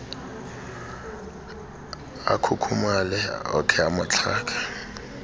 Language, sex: Xhosa, female